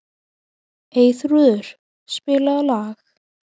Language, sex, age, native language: Icelandic, female, 12, Icelandic